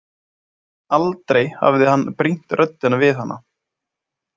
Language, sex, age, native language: Icelandic, male, 20-29, Icelandic